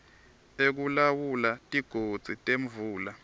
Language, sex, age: Swati, male, 23